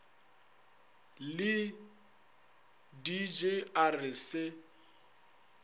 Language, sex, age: Northern Sotho, male, 22